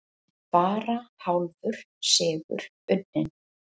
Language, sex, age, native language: Icelandic, female, 20-29, Icelandic